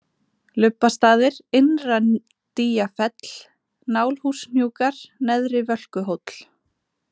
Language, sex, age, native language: Icelandic, female, 20-29, Icelandic